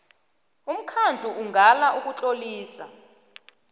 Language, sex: South Ndebele, female